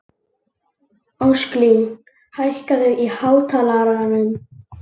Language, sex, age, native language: Icelandic, male, 18-19, Icelandic